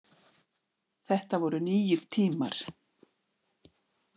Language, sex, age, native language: Icelandic, female, 60-69, Icelandic